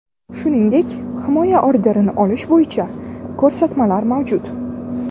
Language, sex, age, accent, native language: Uzbek, female, 18-24, Navoiy, Uzbek